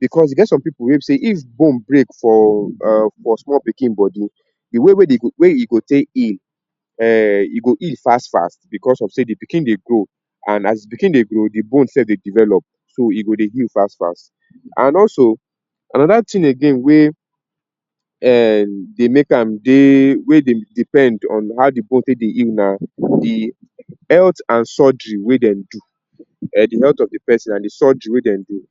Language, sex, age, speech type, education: Nigerian Pidgin, male, 30-45, spontaneous, tertiary